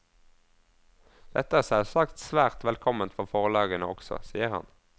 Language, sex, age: Norwegian, male, 22